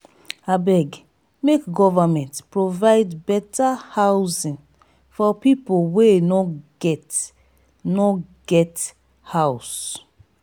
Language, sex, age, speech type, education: Nigerian Pidgin, female, 30-45, spontaneous, tertiary